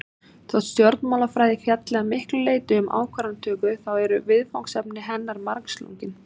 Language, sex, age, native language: Icelandic, female, 30-39, Icelandic